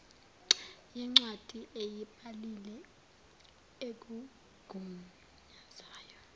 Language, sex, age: Zulu, female, 19